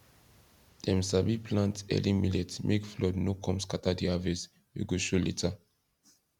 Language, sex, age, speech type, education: Nigerian Pidgin, male, 15-29, spontaneous, secondary